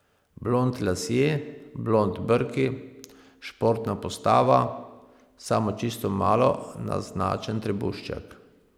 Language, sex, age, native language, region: Slovenian, male, 30-49, Slovenian, Pomurje region